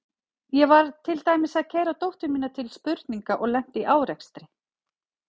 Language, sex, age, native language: Icelandic, female, 40-49, Icelandic